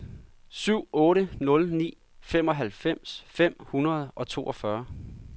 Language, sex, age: Danish, male, 39